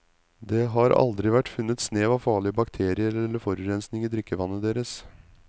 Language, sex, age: Norwegian, male, 35